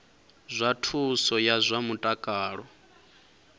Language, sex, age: Venda, male, 22